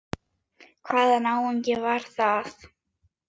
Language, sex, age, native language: Icelandic, female, 8, Icelandic